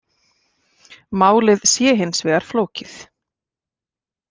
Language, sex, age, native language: Icelandic, female, 40-49, Icelandic